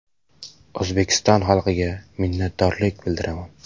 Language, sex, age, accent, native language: Uzbek, male, 18-24, Samarqand, Uzbek